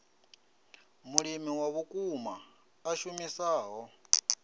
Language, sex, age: Venda, male, 33